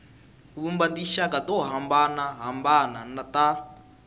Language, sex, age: Tsonga, male, 19